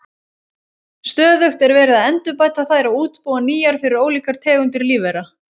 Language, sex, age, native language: Icelandic, female, 30-39, Icelandic